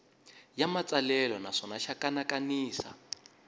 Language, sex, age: Tsonga, male, 22